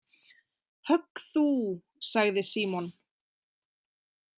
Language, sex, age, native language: Icelandic, female, 20-29, Icelandic